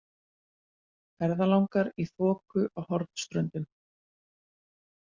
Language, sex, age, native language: Icelandic, female, 40-49, Icelandic